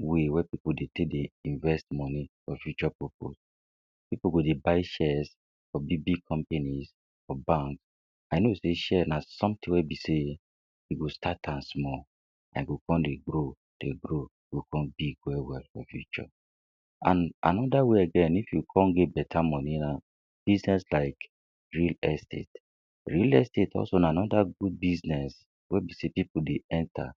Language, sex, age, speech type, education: Nigerian Pidgin, female, 60+, spontaneous, secondary